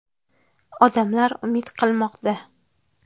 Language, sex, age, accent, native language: Uzbek, female, 19-29, Farg'ona, Uzbek